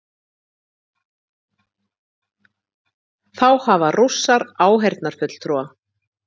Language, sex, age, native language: Icelandic, female, 50-59, Icelandic